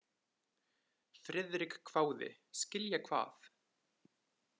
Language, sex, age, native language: Icelandic, male, 20-29, Icelandic